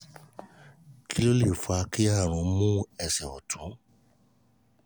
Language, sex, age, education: Yoruba, male, 30-45, tertiary